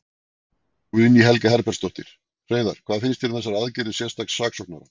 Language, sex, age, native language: Icelandic, male, 40-49, Icelandic